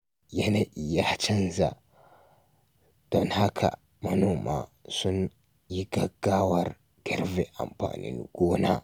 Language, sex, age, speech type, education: Hausa, male, 46-60, read, tertiary